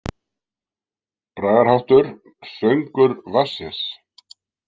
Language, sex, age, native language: Icelandic, male, 60-69, Icelandic